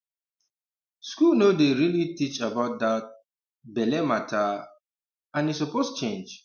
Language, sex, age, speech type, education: Nigerian Pidgin, male, 30-45, spontaneous, tertiary